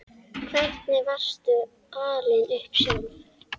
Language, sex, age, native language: Icelandic, female, 10, Icelandic